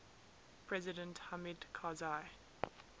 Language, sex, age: English, female, 19